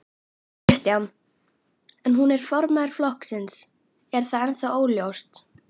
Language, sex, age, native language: Icelandic, female, 11, Icelandic